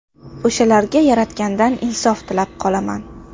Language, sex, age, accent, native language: Uzbek, female, under 19, Qashqadaryo, Uzbek